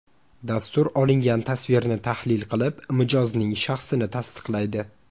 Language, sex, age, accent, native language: Uzbek, male, 18-24, Toshkent shahri, Uzbek